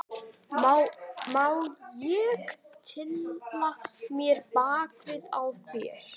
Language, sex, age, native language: Icelandic, male, 11, Icelandic